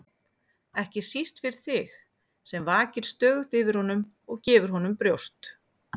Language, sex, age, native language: Icelandic, female, 40-49, Icelandic